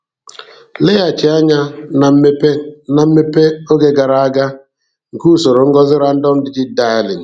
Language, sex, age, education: Igbo, male, 46-60, tertiary